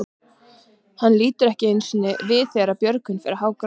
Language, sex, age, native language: Icelandic, female, 30-39, Icelandic